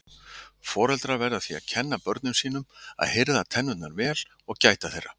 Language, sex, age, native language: Icelandic, male, 60-69, Icelandic